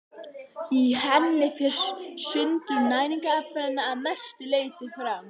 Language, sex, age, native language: Icelandic, female, 11, Icelandic